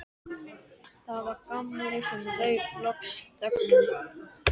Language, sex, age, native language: Icelandic, male, 13, Icelandic